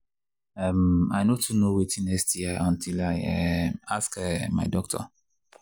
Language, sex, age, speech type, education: Nigerian Pidgin, male, 30-45, spontaneous, tertiary